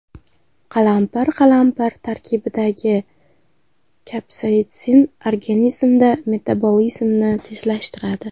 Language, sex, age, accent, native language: Uzbek, female, 18-24, Qashqadaryo, Uzbek